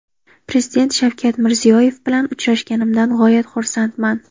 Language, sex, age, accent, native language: Uzbek, female, 18-24, Toshkent shahri, Uzbek